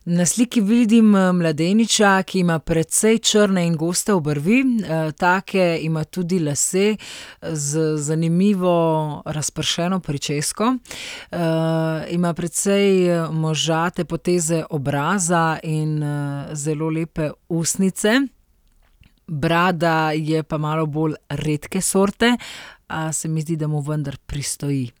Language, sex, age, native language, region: Slovenian, female, 30-49, Slovenian, Central Slovenia